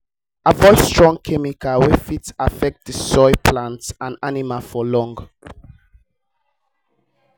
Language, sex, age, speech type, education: Nigerian Pidgin, male, 15-29, spontaneous, tertiary